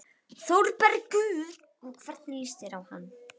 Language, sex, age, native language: Icelandic, female, 12, Icelandic